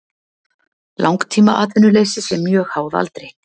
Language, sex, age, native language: Icelandic, female, 50-59, Icelandic